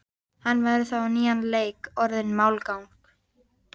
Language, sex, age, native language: Icelandic, female, 13, Icelandic